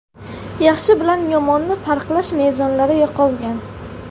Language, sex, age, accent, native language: Uzbek, female, under 19, Samarqand, Tajik